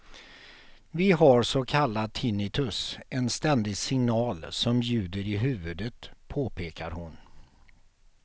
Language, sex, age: Swedish, male, 48